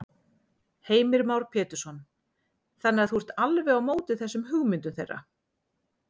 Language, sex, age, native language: Icelandic, female, 40-49, Icelandic